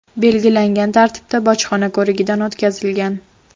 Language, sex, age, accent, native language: Uzbek, female, 12-17, Farg'ona, Uzbek